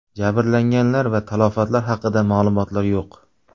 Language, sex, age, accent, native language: Uzbek, male, 25-34, Samarqand, Uzbek